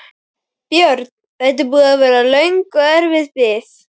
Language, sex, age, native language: Icelandic, male, 12, Icelandic